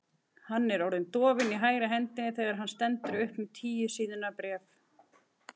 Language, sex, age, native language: Icelandic, female, 40-49, Icelandic